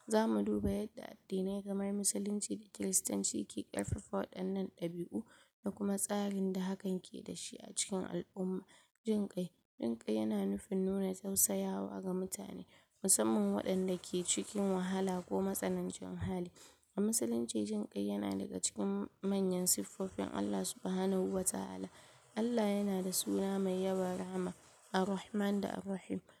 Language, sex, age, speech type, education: Hausa, female, 46-60, spontaneous, tertiary